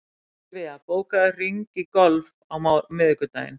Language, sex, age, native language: Icelandic, female, 60-69, Icelandic